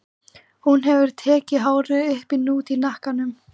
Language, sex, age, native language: Icelandic, female, 14, Icelandic